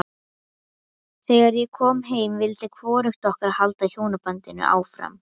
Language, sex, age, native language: Icelandic, female, 11, Icelandic